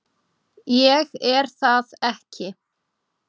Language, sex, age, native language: Icelandic, female, 30-39, Icelandic